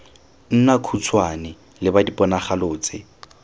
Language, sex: Tswana, male